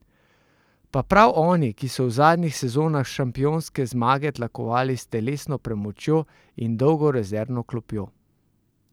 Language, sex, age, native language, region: Slovenian, male, 30-49, Slovenian, Central Slovenia